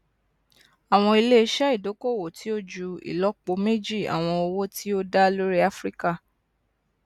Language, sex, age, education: Yoruba, female, 15-29, tertiary